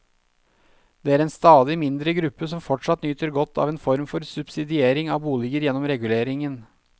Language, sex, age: Norwegian, male, 32